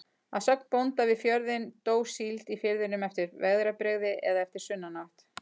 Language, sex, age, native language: Icelandic, female, 40-49, Icelandic